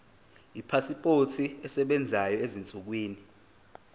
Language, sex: Zulu, male